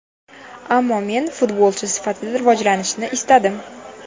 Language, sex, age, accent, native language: Uzbek, female, 19-29, Toshkent viloyati, Uzbek